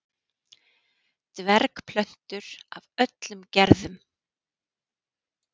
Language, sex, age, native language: Icelandic, female, 40-49, Icelandic